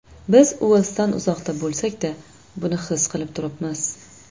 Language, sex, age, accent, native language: Uzbek, female, 25-34, Navoiy, Uzbek